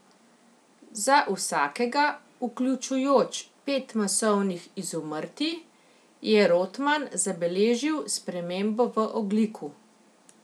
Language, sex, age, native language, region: Slovenian, female, 50-59, Slovenian, Central Slovenia